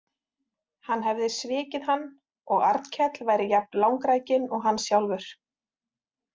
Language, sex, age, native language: Icelandic, female, 40-49, Icelandic